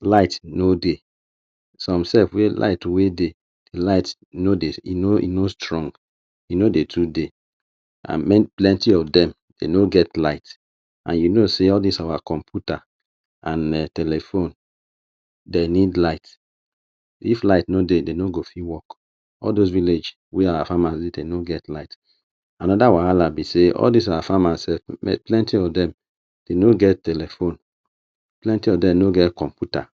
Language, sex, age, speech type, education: Nigerian Pidgin, male, 30-45, spontaneous, tertiary